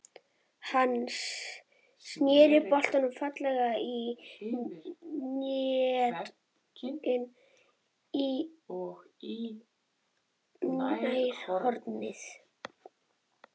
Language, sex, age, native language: Icelandic, female, 21, Icelandic